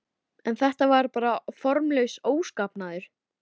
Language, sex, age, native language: Icelandic, female, 13, Icelandic